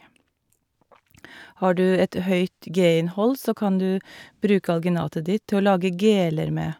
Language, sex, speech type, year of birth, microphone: Norwegian, female, spontaneous, 1962, Shure